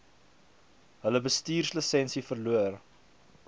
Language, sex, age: Afrikaans, male, 22